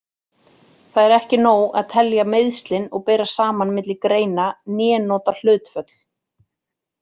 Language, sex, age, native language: Icelandic, female, 40-49, Icelandic